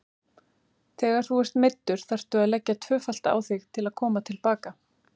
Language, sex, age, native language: Icelandic, female, 30-39, Icelandic